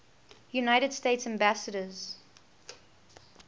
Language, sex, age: English, female, 18